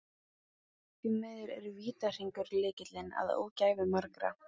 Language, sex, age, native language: Icelandic, female, 15, Icelandic